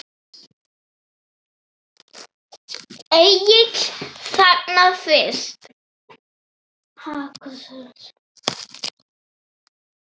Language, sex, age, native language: Icelandic, female, 7, Icelandic